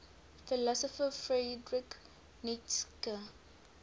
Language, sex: English, female